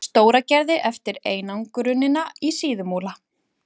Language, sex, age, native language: Icelandic, female, 40-49, Icelandic